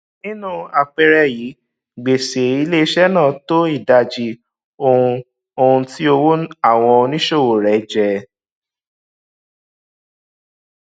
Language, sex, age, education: Yoruba, male, 15-29, tertiary